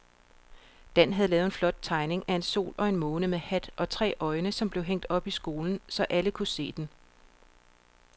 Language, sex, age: Danish, female, 42